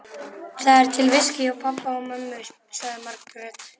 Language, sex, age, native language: Icelandic, male, 11, Icelandic